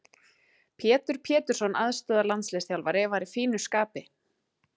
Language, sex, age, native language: Icelandic, female, 30-39, Icelandic